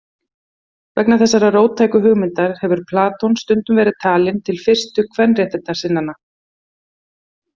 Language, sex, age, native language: Icelandic, female, 50-59, Icelandic